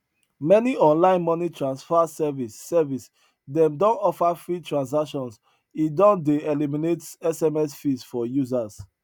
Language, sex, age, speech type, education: Nigerian Pidgin, male, 30-45, spontaneous, tertiary